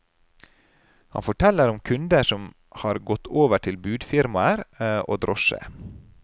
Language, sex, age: Norwegian, male, 30